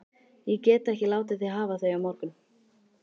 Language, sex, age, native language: Icelandic, female, 13, Icelandic